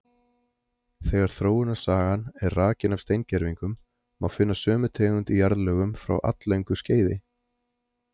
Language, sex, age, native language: Icelandic, male, 30-39, Icelandic